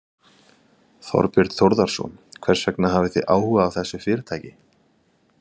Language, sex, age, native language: Icelandic, male, 30-39, Icelandic